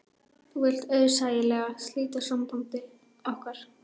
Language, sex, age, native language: Icelandic, female, 12, Icelandic